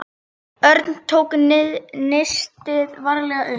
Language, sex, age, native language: Icelandic, female, 8, Icelandic